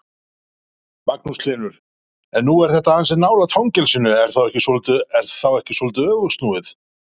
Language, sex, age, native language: Icelandic, male, 40-49, Icelandic